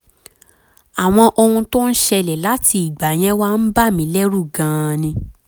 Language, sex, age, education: Yoruba, female, 15-29, tertiary